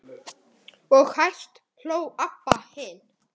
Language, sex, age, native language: Icelandic, male, 10, Icelandic